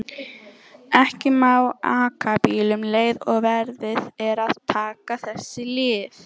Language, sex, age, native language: Icelandic, female, 18-19, Icelandic